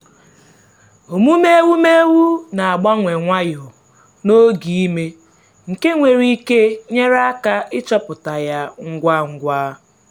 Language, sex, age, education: Igbo, female, 15-29, tertiary